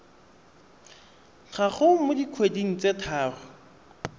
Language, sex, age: Tswana, male, 23